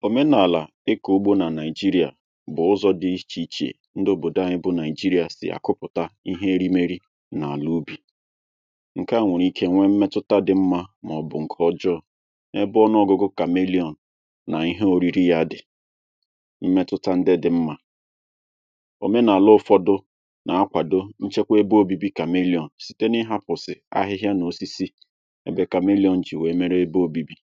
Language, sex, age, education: Igbo, male, 30-45, tertiary